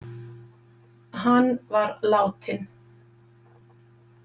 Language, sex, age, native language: Icelandic, female, 50-59, Icelandic